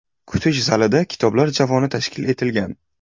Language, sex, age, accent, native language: Uzbek, male, 18-24, Buxoro, Uzbek